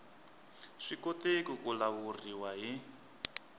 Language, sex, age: Tsonga, male, 23